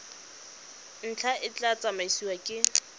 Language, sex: Tswana, female